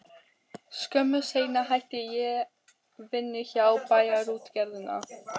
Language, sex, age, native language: Icelandic, female, 13, Albanian